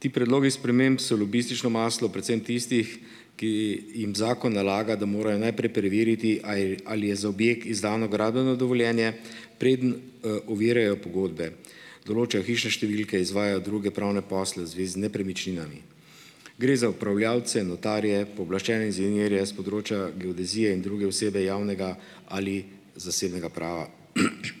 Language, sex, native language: Slovenian, male, Slovenian